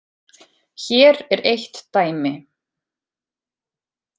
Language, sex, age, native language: Icelandic, female, 20-29, Icelandic